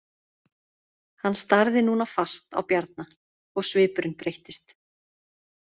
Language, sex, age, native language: Icelandic, female, 30-39, Icelandic